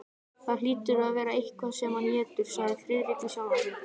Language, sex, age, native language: Icelandic, male, 18-19, Icelandic